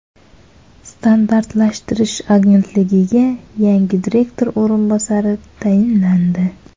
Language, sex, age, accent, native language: Uzbek, female, 19-29, Farg'ona, Uzbek